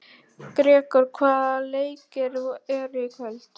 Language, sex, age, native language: Icelandic, female, 12, Icelandic